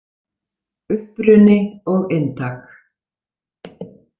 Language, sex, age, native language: Icelandic, female, 40-49, Icelandic